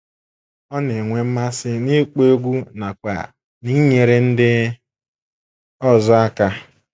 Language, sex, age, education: Igbo, female, 15-29, tertiary